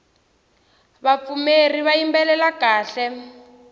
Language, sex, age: Tsonga, female, 18